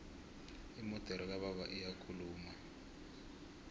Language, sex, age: South Ndebele, male, 20